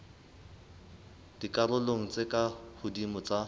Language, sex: Southern Sotho, male